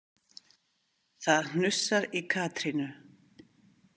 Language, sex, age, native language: Icelandic, female, 50-59, Icelandic